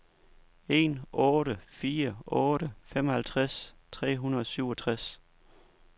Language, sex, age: Danish, male, 29